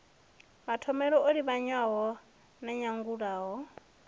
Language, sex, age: Venda, female, 25